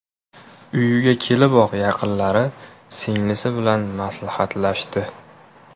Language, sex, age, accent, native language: Uzbek, male, 18-24, Namangan, Uzbek